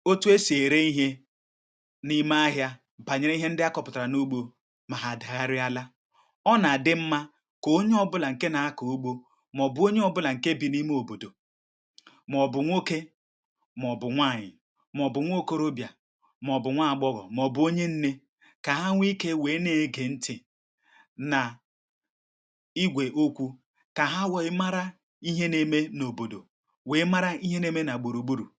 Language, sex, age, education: Igbo, male, 30-45, tertiary